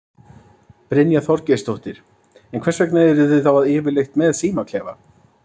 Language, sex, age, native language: Icelandic, male, 30-39, Icelandic